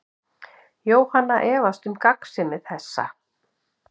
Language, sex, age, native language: Icelandic, female, 50-59, Icelandic